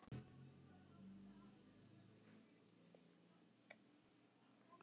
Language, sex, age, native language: Icelandic, male, 10, Icelandic